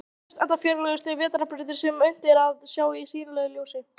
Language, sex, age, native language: Icelandic, female, 18-19, Icelandic